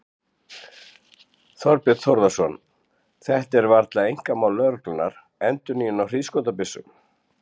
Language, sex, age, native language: Icelandic, male, 60-69, Icelandic